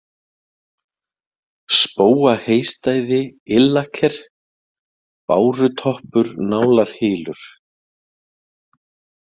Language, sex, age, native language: Icelandic, male, 40-49, Icelandic